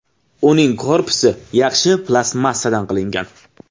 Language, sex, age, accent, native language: Uzbek, male, 12-17, Samarqand, Uzbek